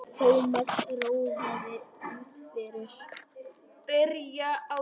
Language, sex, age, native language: Icelandic, male, 10, Icelandic